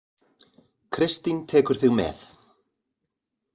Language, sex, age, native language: Icelandic, male, 40-49, Icelandic